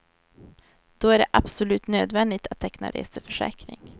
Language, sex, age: Swedish, female, 23